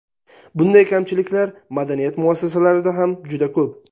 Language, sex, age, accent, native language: Uzbek, male, 19-29, Sirdaryo, Uzbek